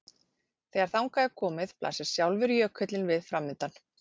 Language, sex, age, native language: Icelandic, female, 40-49, Icelandic